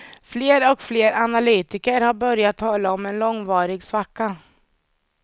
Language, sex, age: Swedish, female, 30